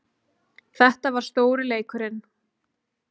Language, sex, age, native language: Icelandic, female, 20-29, Icelandic